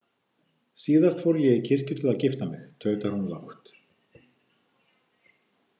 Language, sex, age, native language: Icelandic, male, 50-59, Icelandic